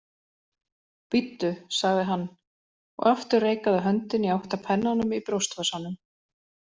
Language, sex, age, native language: Icelandic, female, 40-49, Icelandic